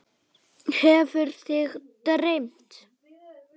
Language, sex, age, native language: Icelandic, male, 8, Icelandic